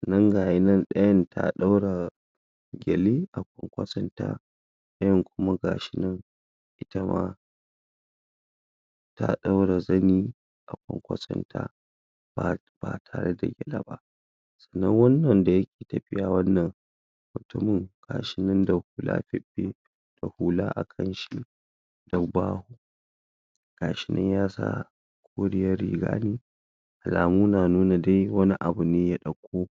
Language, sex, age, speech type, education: Hausa, female, 60+, spontaneous, secondary